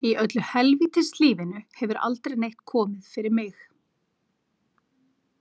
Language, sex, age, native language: Icelandic, female, 40-49, Icelandic